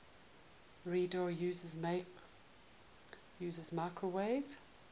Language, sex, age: English, female, 18